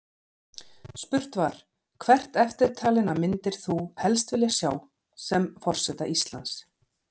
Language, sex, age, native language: Icelandic, female, 40-49, Icelandic